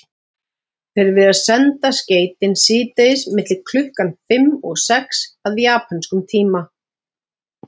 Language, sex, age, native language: Icelandic, female, 40-49, Icelandic